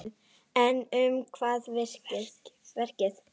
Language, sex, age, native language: Icelandic, female, 10, Icelandic